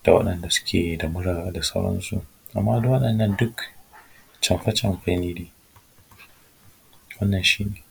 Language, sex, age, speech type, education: Hausa, male, 15-29, spontaneous, secondary